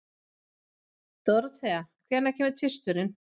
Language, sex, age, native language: Icelandic, female, 50-59, Swedish